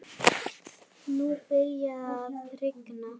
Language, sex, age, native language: Icelandic, female, 7, Icelandic